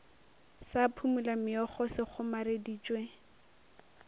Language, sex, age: Northern Sotho, female, 23